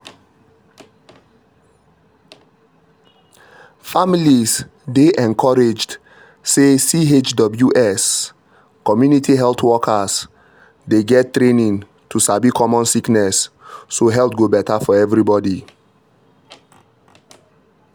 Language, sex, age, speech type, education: Nigerian Pidgin, male, 30-45, spontaneous, tertiary